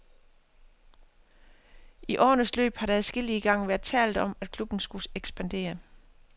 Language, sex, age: Danish, female, 50